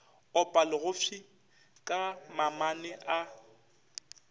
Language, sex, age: Northern Sotho, male, 25